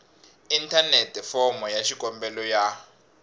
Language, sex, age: Tsonga, male, 21